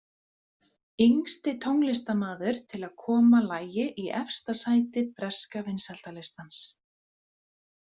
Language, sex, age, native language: Icelandic, female, 40-49, Icelandic